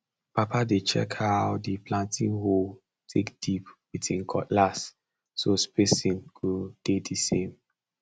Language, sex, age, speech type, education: Nigerian Pidgin, male, 15-29, spontaneous, tertiary